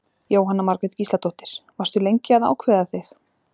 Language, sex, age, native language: Icelandic, female, 40-49, Icelandic